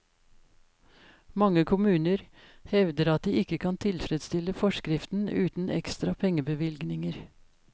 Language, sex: Norwegian, female